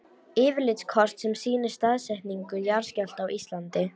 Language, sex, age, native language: Icelandic, female, 18-19, Icelandic